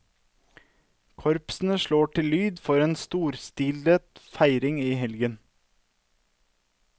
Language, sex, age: Norwegian, male, 32